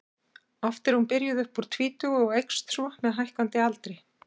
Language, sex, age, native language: Icelandic, female, 60-69, Icelandic